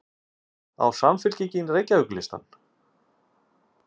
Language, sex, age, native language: Icelandic, male, 50-59, Icelandic